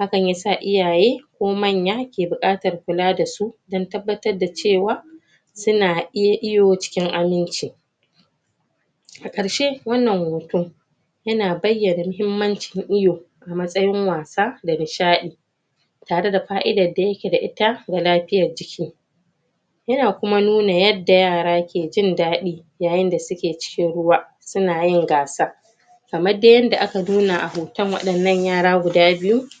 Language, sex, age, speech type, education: Hausa, female, 30-45, spontaneous, tertiary